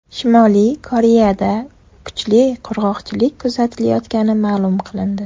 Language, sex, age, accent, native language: Uzbek, female, 18-24, Surxondaryo, Uzbek